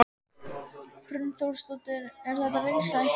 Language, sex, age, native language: Icelandic, male, 13, Icelandic